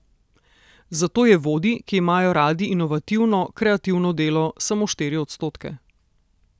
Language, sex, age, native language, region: Slovenian, female, 30-49, Slovenian, Southeast Slovenia